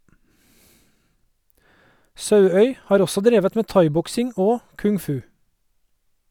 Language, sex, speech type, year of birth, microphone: Norwegian, male, read, 1969, Sennheiser